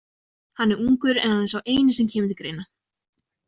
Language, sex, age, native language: Icelandic, female, 20-29, Icelandic